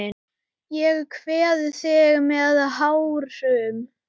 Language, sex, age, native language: Icelandic, male, 8, Icelandic